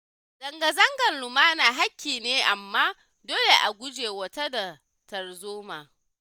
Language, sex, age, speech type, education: Hausa, female, 15-29, spontaneous, tertiary